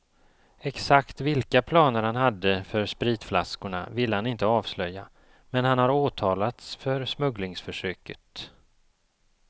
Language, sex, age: Swedish, male, 54